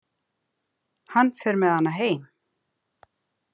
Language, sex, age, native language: Icelandic, female, 50-59, Icelandic